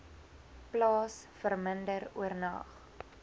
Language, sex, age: Afrikaans, female, 20